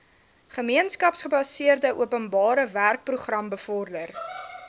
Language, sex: Afrikaans, female